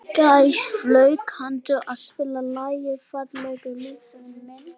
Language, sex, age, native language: Icelandic, male, 12, Icelandic